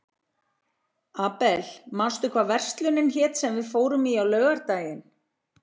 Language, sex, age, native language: Icelandic, female, 40-49, Icelandic